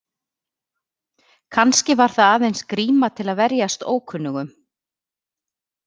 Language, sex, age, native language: Icelandic, female, 30-39, Icelandic